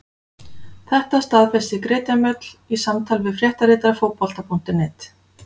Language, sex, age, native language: Icelandic, female, 40-49, Icelandic